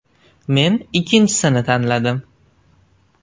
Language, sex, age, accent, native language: Uzbek, male, 19-29, Andijon, Uzbek